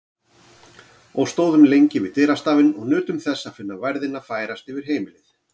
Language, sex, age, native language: Icelandic, male, 40-49, Icelandic